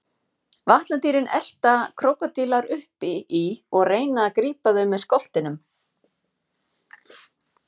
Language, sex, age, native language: Icelandic, female, 50-59, Icelandic